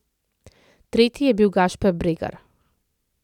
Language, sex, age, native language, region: Slovenian, female, 30-49, Slovenian, Central Slovenia